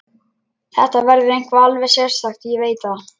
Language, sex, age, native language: Icelandic, male, 11, Lithuanian